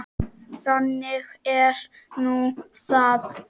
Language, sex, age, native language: Icelandic, male, 5, Czech